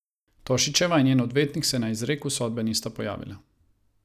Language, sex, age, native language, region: Slovenian, male, 30-49, Croatian, Savinja region